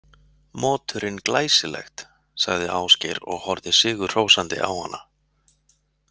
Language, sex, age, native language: Icelandic, male, 40-49, Icelandic